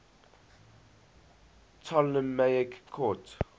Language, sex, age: English, male, 20